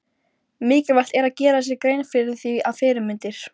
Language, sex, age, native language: Icelandic, female, 12, Icelandic